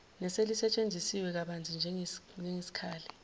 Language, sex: Zulu, female